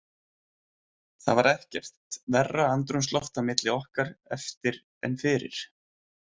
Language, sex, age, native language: Icelandic, male, 20-29, Icelandic